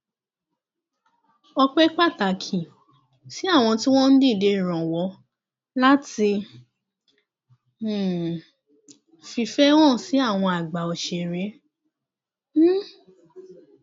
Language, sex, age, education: Yoruba, female, 15-29, tertiary